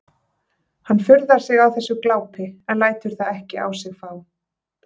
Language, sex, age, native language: Icelandic, female, 30-39, Icelandic